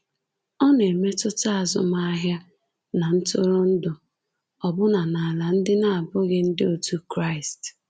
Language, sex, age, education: Igbo, female, 15-29, secondary